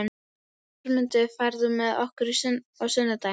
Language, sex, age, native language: Icelandic, female, 12, Icelandic